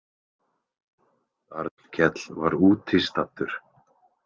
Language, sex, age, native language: Icelandic, male, 20-29, Icelandic